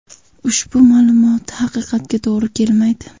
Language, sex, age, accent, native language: Uzbek, female, 18-24, Andijon, Uzbek